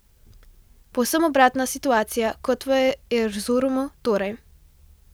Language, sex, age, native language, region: Slovenian, female, 12-17, Slovenian, Central Slovenia